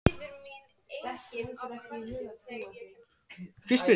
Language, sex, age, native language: Icelandic, male, 14, Icelandic